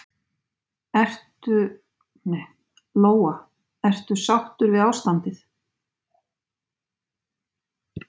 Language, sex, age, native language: Icelandic, female, 50-59, Icelandic